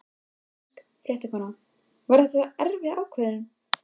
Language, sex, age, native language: Icelandic, female, 13, Icelandic